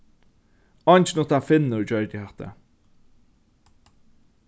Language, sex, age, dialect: Faroese, male, 36-60, Norðurstreymoy/Eysturoy